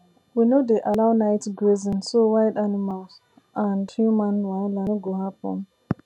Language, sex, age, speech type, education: Nigerian Pidgin, female, 15-29, spontaneous, tertiary